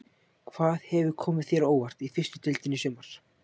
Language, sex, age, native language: Icelandic, male, 18-19, Icelandic